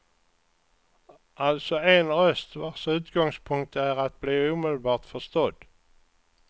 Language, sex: Swedish, male